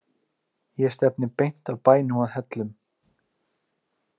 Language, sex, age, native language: Icelandic, male, 20-29, Icelandic